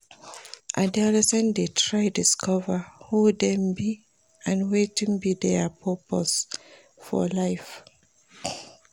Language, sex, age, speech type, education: Nigerian Pidgin, female, 30-45, read, primary